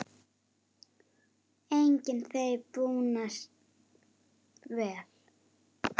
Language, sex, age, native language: Icelandic, female, 8, Icelandic